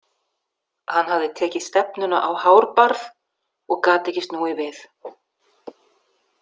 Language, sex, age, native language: Icelandic, female, 60-69, Icelandic